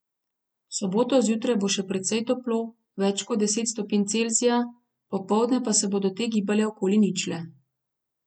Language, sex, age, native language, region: Slovenian, female, 30-49, Slovenian, Gorenjska region